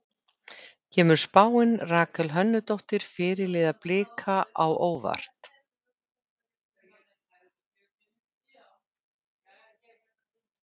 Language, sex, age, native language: Icelandic, female, 60-69, Icelandic